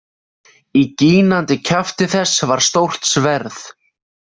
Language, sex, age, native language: Icelandic, male, 20-29, Icelandic